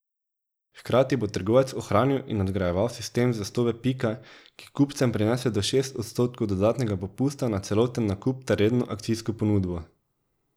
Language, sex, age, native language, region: Slovenian, male, 18-29, Slovenian, Drava region